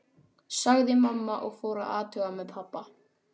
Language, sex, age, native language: Icelandic, male, 12, Icelandic